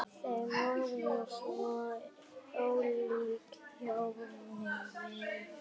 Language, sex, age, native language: Icelandic, female, 8, Icelandic